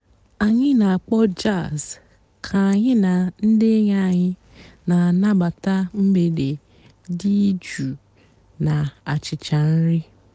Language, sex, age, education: Igbo, female, 15-29, tertiary